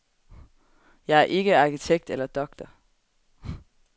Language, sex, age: Danish, female, 20